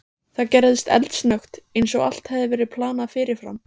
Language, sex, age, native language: Icelandic, female, 15, Icelandic